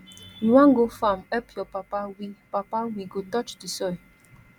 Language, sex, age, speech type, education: Nigerian Pidgin, female, 15-29, spontaneous, tertiary